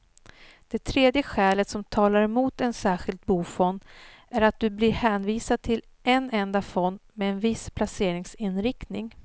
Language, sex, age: Swedish, female, 39